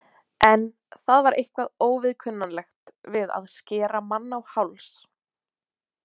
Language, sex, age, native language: Icelandic, female, 20-29, Icelandic